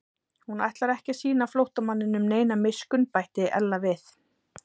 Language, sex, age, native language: Icelandic, female, 30-39, Icelandic